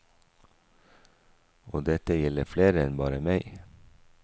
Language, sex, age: Norwegian, male, 44